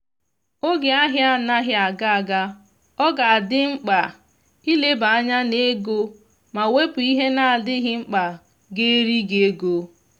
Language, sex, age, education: Igbo, female, 15-29, tertiary